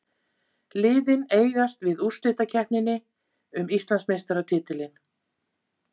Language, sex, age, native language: Icelandic, female, 50-59, Icelandic